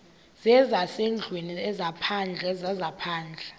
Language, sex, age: Xhosa, female, 23